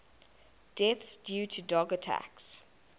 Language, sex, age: English, female, 19